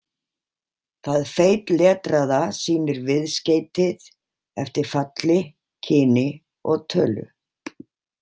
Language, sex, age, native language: Icelandic, female, 50-59, Icelandic